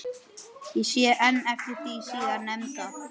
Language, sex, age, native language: Icelandic, male, 12, Icelandic